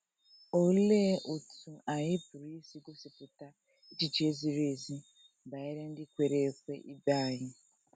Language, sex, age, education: Igbo, female, 15-29, tertiary